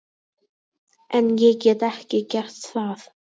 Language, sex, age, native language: Icelandic, female, 18-19, Icelandic